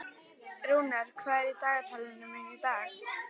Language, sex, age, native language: Icelandic, female, 11, Icelandic